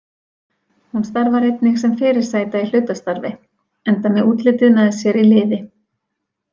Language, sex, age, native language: Icelandic, female, 40-49, Icelandic